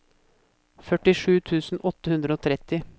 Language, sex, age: Norwegian, male, 24